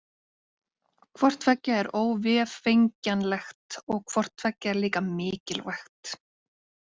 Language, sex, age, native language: Icelandic, female, 30-39, Icelandic